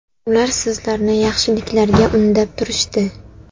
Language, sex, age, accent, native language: Uzbek, female, 19-29, Toshkent viloyati, Uzbek